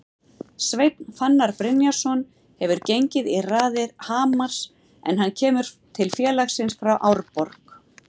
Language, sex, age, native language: Icelandic, female, 50-59, Icelandic